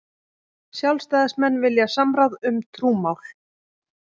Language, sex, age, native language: Icelandic, female, 30-39, Icelandic